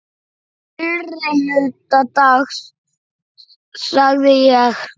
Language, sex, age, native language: Icelandic, male, 9, Icelandic